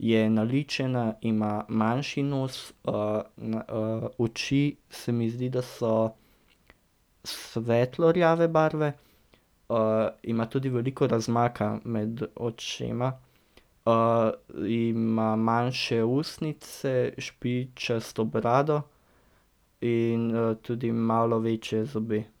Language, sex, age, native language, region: Slovenian, male, 18-29, Slovenian, Central Slovenia